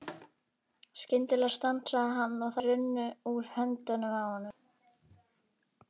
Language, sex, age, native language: Icelandic, male, 12, Icelandic